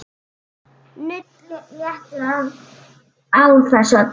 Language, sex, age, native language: Icelandic, female, 10, Icelandic